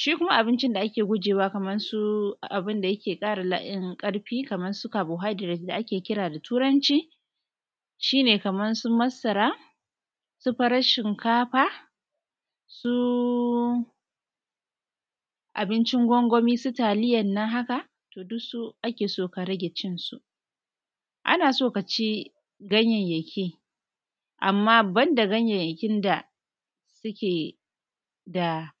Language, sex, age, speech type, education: Hausa, female, 30-45, spontaneous, tertiary